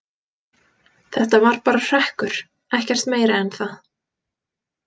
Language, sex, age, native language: Icelandic, female, 20-29, Icelandic